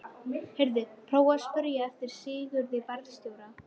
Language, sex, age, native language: Icelandic, female, 13, Icelandic